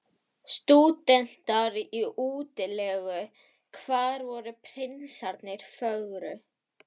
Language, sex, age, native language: Icelandic, female, 12, Icelandic